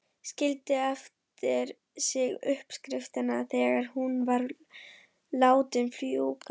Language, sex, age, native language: Icelandic, female, 11, German